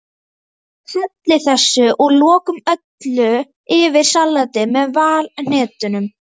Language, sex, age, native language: Icelandic, female, 11, Icelandic